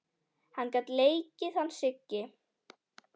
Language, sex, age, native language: Icelandic, female, 10, Icelandic